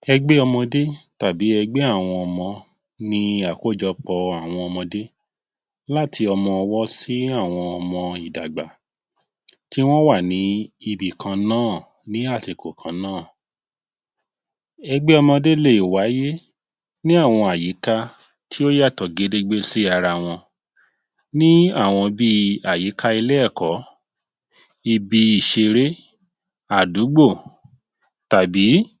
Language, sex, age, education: Yoruba, male, 30-45, tertiary